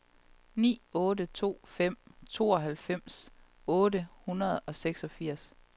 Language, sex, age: Danish, female, 31